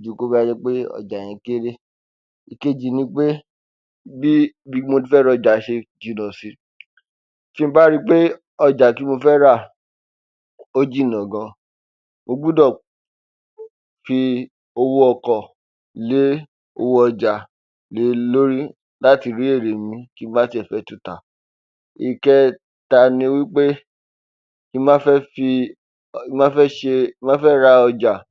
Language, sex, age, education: Yoruba, male, 15-29, tertiary